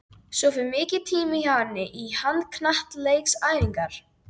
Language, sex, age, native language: Icelandic, female, 12, Icelandic